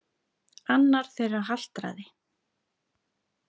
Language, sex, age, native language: Icelandic, female, 30-39, Icelandic